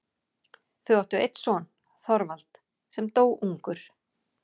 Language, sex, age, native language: Icelandic, female, 40-49, Icelandic